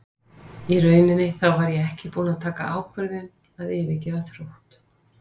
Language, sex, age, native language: Icelandic, female, 50-59, Icelandic